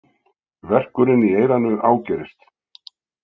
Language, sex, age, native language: Icelandic, male, 60-69, Icelandic